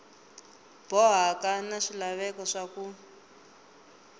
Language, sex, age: Tsonga, female, 19